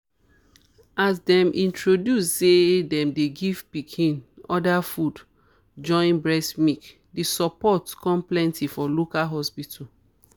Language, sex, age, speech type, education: Nigerian Pidgin, female, 30-45, spontaneous, tertiary